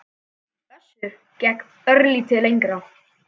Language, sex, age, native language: Icelandic, male, 10, Icelandic